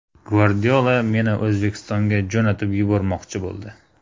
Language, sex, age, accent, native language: Uzbek, male, 18-24, Jizzax, Uzbek